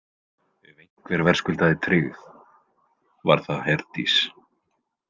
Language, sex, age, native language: Icelandic, male, 20-29, Icelandic